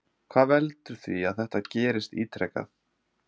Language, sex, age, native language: Icelandic, male, 30-39, Icelandic